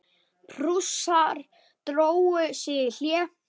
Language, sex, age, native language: Icelandic, male, 8, Icelandic